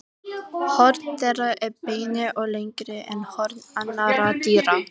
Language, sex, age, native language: Icelandic, female, 18-19, Icelandic